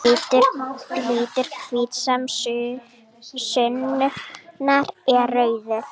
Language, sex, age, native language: Icelandic, female, 40-49, Icelandic